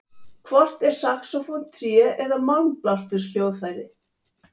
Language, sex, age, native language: Icelandic, female, 70-79, Icelandic